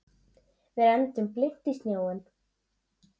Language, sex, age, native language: Icelandic, female, 7, Icelandic